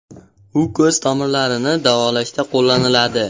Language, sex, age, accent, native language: Uzbek, male, 12-17, Sirdaryo, Uzbek